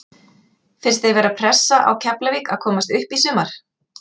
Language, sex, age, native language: Icelandic, female, 40-49, Icelandic